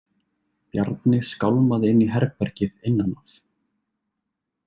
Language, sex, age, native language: Icelandic, male, 20-29, Icelandic